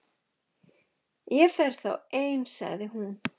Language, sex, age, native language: Icelandic, female, 11, Icelandic